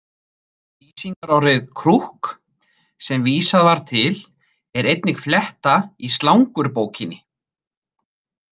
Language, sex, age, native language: Icelandic, male, 30-39, Icelandic